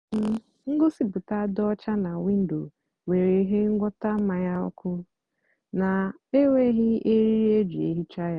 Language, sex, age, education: Igbo, female, 15-29, tertiary